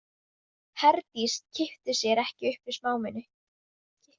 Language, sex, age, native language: Icelandic, female, 18-19, Vietnamese